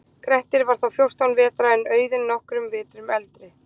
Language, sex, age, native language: Icelandic, female, 20-29, Icelandic